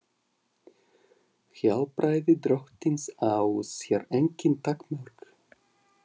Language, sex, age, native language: Icelandic, male, 40-49, Russian